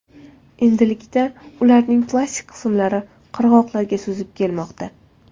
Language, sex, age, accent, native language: Uzbek, female, 19-29, Toshkent viloyati, Uzbek